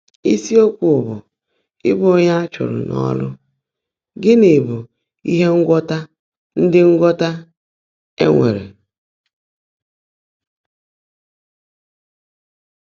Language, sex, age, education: Igbo, female, 30-45, tertiary